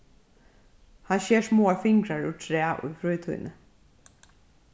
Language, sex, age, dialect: Faroese, female, 36-60, Suðurstreymoy